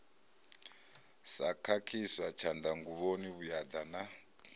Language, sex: Venda, male